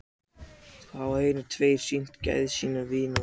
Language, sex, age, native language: Icelandic, other, 60-69, Icelandic